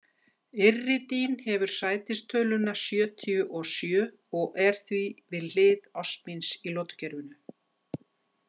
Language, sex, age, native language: Icelandic, female, 50-59, Icelandic